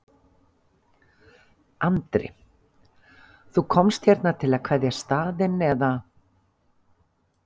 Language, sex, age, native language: Icelandic, female, 50-59, Icelandic